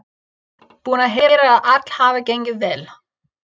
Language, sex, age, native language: Icelandic, female, 30-39, English